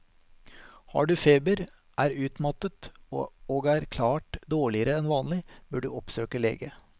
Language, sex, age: Norwegian, male, 43